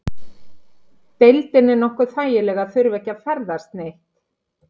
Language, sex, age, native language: Icelandic, female, 50-59, Icelandic